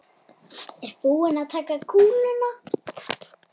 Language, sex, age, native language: Icelandic, female, 7, Icelandic